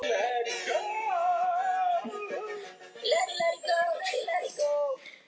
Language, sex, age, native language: Icelandic, other, 12, Icelandic